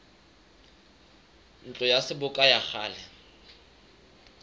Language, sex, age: Southern Sotho, male, 23